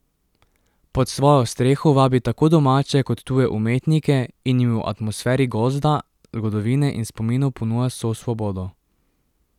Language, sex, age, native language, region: Slovenian, male, 18-29, Slovenian, Drava region